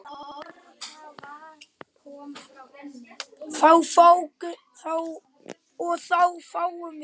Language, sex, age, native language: Icelandic, other, 10, Icelandic